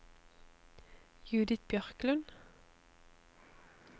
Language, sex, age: Norwegian, female, 25